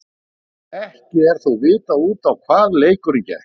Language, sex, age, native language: Icelandic, male, 60-69, Icelandic